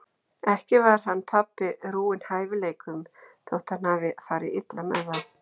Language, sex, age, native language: Icelandic, female, 40-49, Icelandic